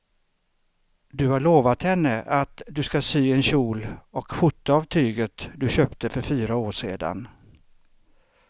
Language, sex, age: Swedish, male, 63